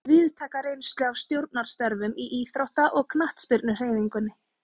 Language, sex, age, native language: Icelandic, female, 30-39, Icelandic